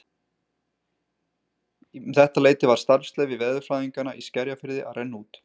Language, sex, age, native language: Icelandic, male, 30-39, Icelandic